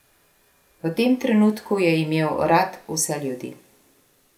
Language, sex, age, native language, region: Slovenian, female, 50-59, Slovenian, Gorenjska region